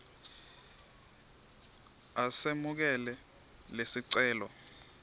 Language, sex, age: Swati, male, 23